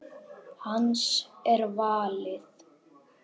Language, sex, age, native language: Icelandic, male, 10, Icelandic